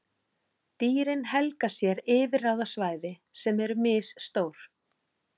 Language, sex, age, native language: Icelandic, female, 40-49, Icelandic